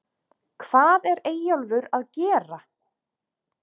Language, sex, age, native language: Icelandic, male, 7, Icelandic